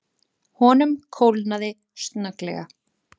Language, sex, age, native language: Icelandic, female, 40-49, Icelandic